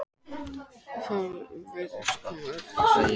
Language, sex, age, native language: Icelandic, male, 18-19, Icelandic